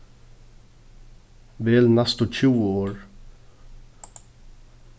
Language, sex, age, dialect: Faroese, male, 15-35, Suðurstreymoy